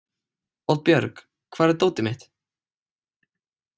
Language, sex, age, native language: Icelandic, male, 18-19, Icelandic